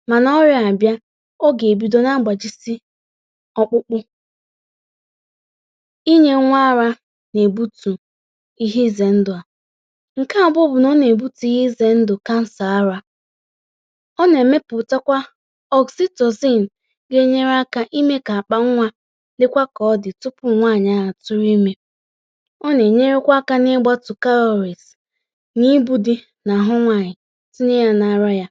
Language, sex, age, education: Igbo, female, 30-45, tertiary